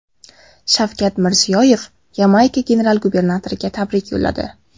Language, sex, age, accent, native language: Uzbek, female, 18-24, Qashqadaryo, Uzbek